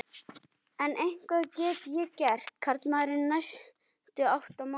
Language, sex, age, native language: Icelandic, other, 11, Icelandic